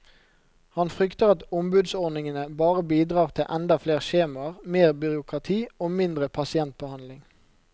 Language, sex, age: Norwegian, male, 29